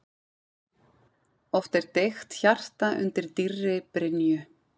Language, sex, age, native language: Icelandic, female, 40-49, Icelandic